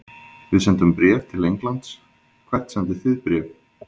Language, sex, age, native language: Icelandic, male, 20-29, Icelandic